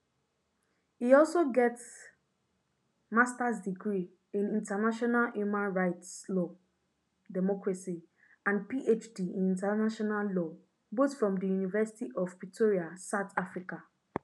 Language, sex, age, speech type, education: Nigerian Pidgin, female, 15-29, spontaneous, tertiary